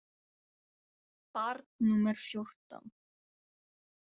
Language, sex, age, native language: Icelandic, female, 18-19, Icelandic